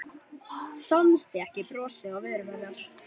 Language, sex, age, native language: Icelandic, female, 11, Icelandic